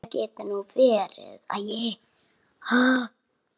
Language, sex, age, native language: Icelandic, female, 6, Icelandic